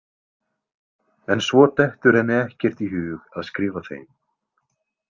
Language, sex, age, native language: Icelandic, male, 20-29, Icelandic